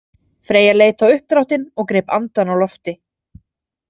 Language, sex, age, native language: Icelandic, female, 30-39, Icelandic